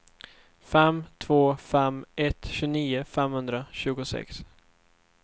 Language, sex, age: Swedish, male, 24